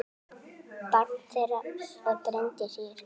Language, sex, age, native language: Icelandic, female, 9, Icelandic